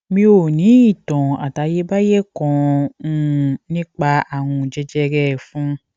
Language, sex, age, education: Yoruba, female, 15-29, tertiary